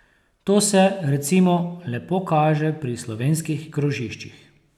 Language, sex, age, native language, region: Slovenian, male, 30-49, Slovenian, Posavska region